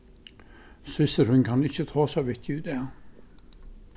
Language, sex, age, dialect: Faroese, male, 61+, Suðurstreymoy